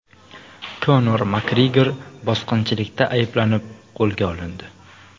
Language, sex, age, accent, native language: Uzbek, male, 18-24, Samarqand, Uzbek